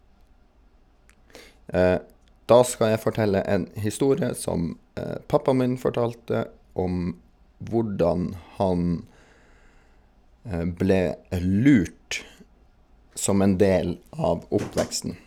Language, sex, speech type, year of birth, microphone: Norwegian, male, spontaneous, 1983, Shure